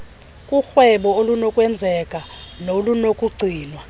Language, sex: Xhosa, female